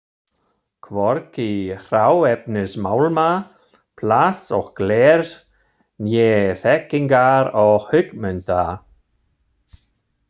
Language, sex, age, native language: Icelandic, male, 60-69, German